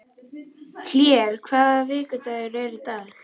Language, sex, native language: Icelandic, male, Icelandic